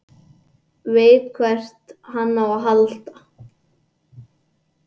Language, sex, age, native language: Icelandic, male, 80-89, English